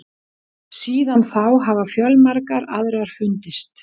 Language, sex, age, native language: Icelandic, female, 60-69, Icelandic